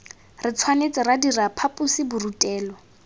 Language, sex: Tswana, female